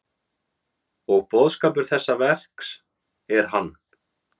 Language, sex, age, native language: Icelandic, male, 30-39, Icelandic